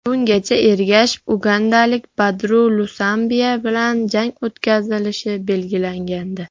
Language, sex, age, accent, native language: Uzbek, female, 40-49, Farg'ona, Uzbek